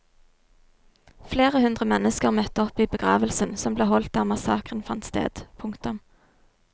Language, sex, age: Norwegian, female, 22